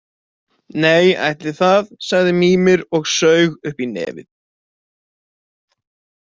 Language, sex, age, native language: Icelandic, male, 20-29, Icelandic